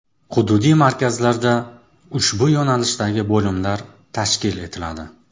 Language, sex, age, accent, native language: Uzbek, male, 25-34, Toshkent shahri, Uzbek